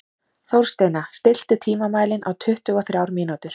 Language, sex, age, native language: Icelandic, female, 30-39, Icelandic